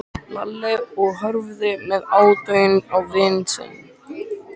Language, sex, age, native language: Icelandic, male, 13, Icelandic